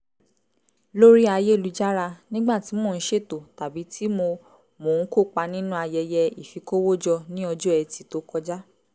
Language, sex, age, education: Yoruba, female, 15-29, tertiary